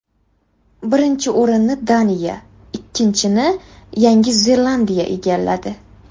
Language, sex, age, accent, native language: Uzbek, female, 18-24, Qashqadaryo, Uzbek